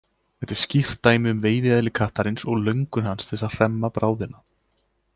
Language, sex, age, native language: Icelandic, male, 20-29, Icelandic